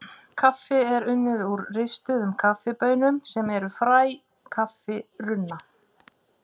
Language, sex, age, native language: Icelandic, female, 50-59, Icelandic